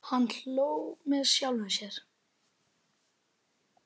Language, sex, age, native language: Icelandic, male, 10, Icelandic